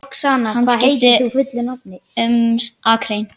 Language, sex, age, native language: Icelandic, male, 10, Icelandic